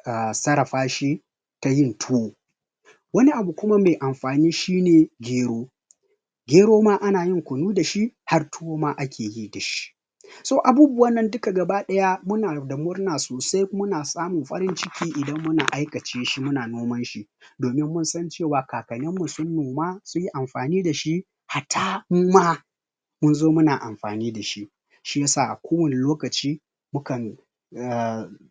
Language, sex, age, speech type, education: Hausa, male, 30-45, spontaneous, tertiary